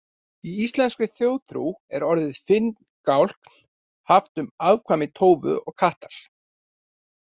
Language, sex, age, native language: Icelandic, male, 40-49, Icelandic